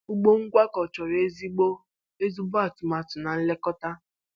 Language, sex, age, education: Igbo, female, 15-29, tertiary